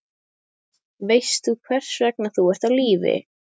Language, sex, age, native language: Icelandic, female, 12, Icelandic